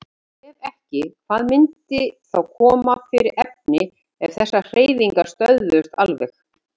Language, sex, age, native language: Icelandic, female, 50-59, Icelandic